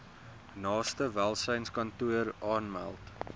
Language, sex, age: Afrikaans, male, 22